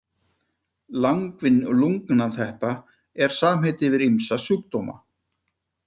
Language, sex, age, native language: Icelandic, male, 50-59, Icelandic